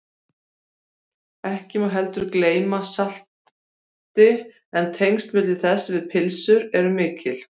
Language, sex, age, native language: Icelandic, female, 40-49, Icelandic